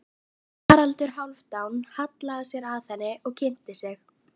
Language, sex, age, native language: Icelandic, female, 11, Icelandic